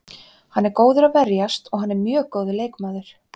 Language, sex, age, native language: Icelandic, female, 30-39, Icelandic